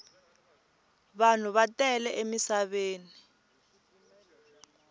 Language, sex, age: Tsonga, female, 20